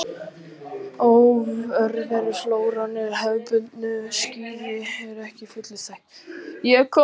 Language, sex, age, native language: Icelandic, other, 18-19, Icelandic